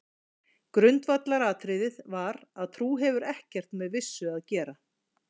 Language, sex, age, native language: Icelandic, female, 40-49, Icelandic